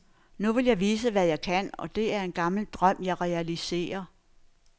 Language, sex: Danish, female